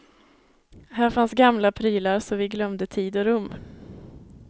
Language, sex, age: Swedish, female, 21